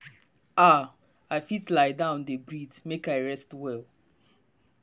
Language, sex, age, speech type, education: Nigerian Pidgin, male, 15-29, spontaneous, tertiary